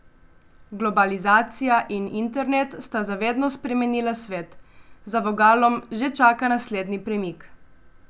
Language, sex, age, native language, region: Slovenian, female, 18-29, Slovenian, Coastal Karst region